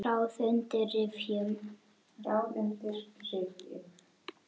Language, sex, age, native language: Icelandic, female, 8, Icelandic